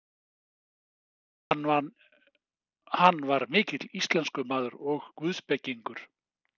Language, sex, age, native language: Icelandic, male, 60-69, Icelandic